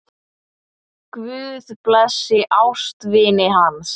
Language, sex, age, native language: Icelandic, male, 8, Icelandic